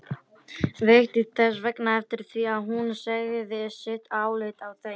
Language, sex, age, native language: Icelandic, female, 30-39, Icelandic